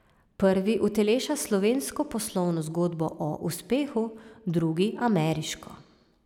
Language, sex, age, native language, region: Slovenian, female, 30-49, Slovenian, Savinja region